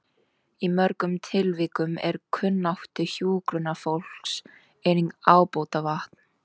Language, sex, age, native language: Icelandic, female, 18-19, Icelandic